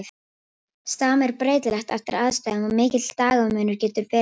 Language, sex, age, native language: Icelandic, female, 18-19, Icelandic